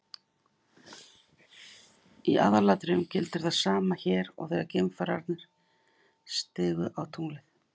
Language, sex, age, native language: Icelandic, female, 50-59, Icelandic